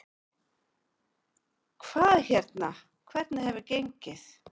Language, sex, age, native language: Icelandic, female, 9, Icelandic